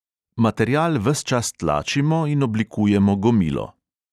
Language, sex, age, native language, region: Slovenian, male, 30-49, Slovenian, Central Slovenia